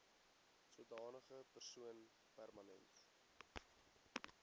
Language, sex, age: Afrikaans, male, 18